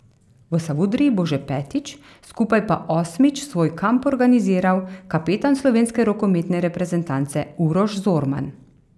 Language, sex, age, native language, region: Slovenian, female, 30-49, Slovenian, Carinthia region